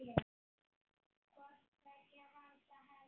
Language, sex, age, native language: Icelandic, male, 9, Icelandic